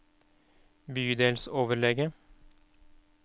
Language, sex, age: Norwegian, male, 31